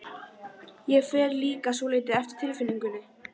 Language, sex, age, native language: Icelandic, female, 12, Icelandic